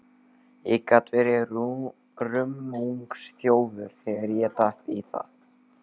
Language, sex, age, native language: Icelandic, male, 12, Icelandic